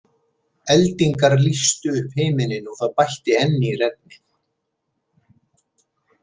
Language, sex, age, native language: Icelandic, male, 70-79, Icelandic